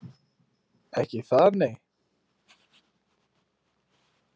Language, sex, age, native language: Icelandic, male, 20-29, Icelandic